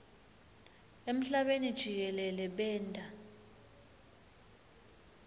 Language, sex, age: Swati, female, 21